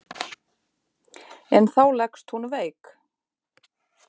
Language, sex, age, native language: Icelandic, female, 50-59, Icelandic